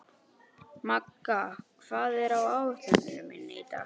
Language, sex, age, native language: Icelandic, male, 18-19, Icelandic